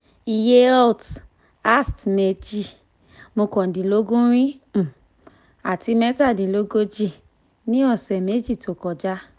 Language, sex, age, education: Yoruba, female, 15-29, tertiary